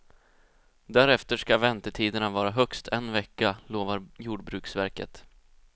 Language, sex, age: Swedish, male, 20